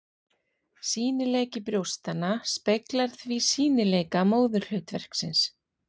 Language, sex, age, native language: Icelandic, female, 40-49, Icelandic